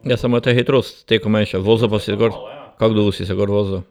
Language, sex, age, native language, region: Slovenian, male, 60+, Slovenian, Drava region